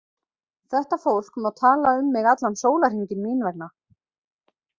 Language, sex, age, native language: Icelandic, female, 20-29, Icelandic